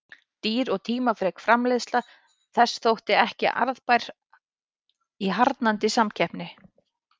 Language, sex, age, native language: Icelandic, female, 30-39, Icelandic